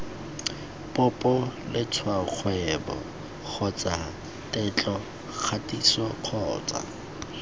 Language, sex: Tswana, male